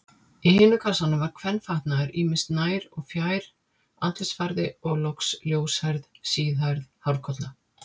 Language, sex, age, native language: Icelandic, female, 50-59, Icelandic